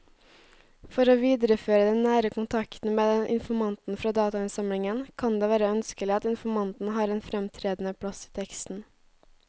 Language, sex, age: Norwegian, female, 18